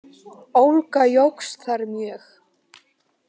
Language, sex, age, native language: Icelandic, female, 18-19, Polish